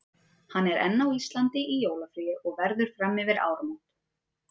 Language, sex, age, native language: Icelandic, female, 30-39, Icelandic